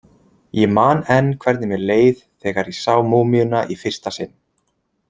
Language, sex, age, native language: Icelandic, male, 20-29, Icelandic